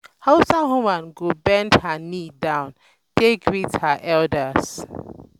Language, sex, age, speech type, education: Nigerian Pidgin, female, 15-29, spontaneous, tertiary